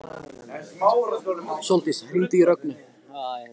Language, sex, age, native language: Icelandic, male, 15, Icelandic